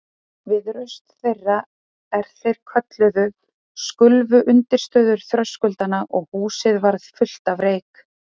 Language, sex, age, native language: Icelandic, female, 30-39, Icelandic